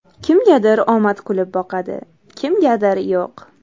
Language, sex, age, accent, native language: Uzbek, female, 18-24, Toshkent viloyati, Uzbek